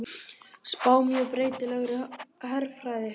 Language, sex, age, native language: Icelandic, female, 50-59, Icelandic